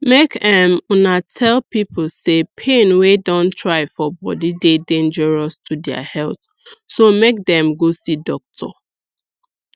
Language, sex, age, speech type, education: Nigerian Pidgin, female, 15-29, spontaneous, tertiary